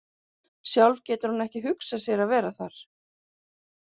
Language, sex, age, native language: Icelandic, female, 40-49, Icelandic